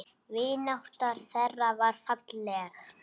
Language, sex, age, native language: Icelandic, male, 8, Icelandic